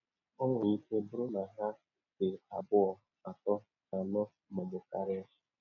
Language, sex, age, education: Igbo, male, 30-45, tertiary